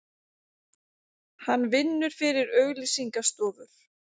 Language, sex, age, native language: Icelandic, female, 30-39, Icelandic